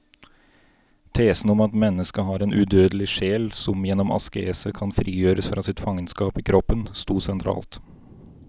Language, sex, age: Norwegian, male, 29